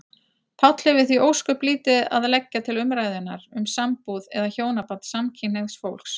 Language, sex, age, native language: Icelandic, female, 40-49, Icelandic